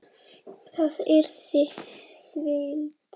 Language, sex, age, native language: Icelandic, female, 8, Icelandic